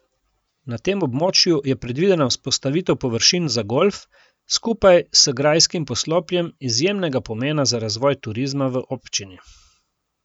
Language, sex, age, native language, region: Slovenian, male, 50-59, Slovenian, Coastal Karst region